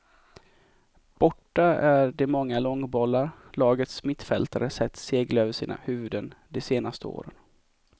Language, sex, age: Swedish, male, 24